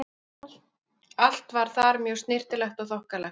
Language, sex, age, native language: Icelandic, female, 12, Icelandic